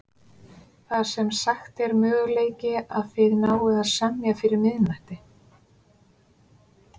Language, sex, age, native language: Icelandic, female, 30-39, Icelandic